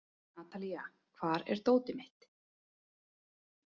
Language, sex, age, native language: Icelandic, female, 30-39, Icelandic